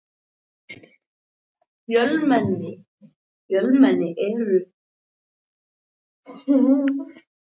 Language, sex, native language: Icelandic, male, Icelandic